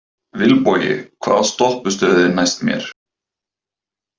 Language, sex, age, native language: Icelandic, male, 30-39, Icelandic